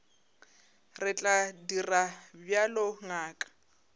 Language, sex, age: Northern Sotho, female, 22